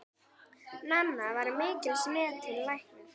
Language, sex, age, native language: Icelandic, female, 10, Icelandic